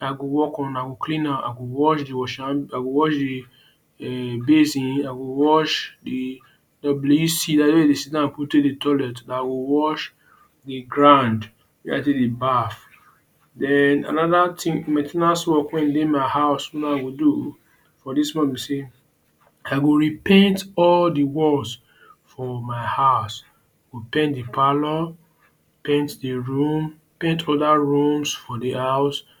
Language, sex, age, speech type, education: Nigerian Pidgin, male, 30-45, spontaneous, tertiary